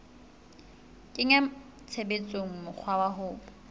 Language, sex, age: Southern Sotho, female, 21